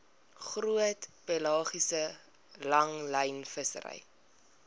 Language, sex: Afrikaans, female